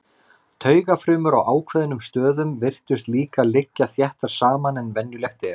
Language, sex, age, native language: Icelandic, male, 30-39, Icelandic